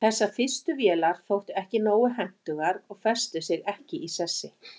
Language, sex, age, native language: Icelandic, female, 40-49, Icelandic